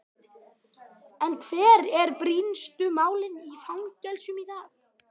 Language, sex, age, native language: Icelandic, male, 12, Icelandic